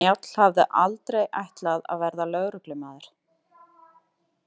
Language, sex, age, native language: Icelandic, female, 30-39, Icelandic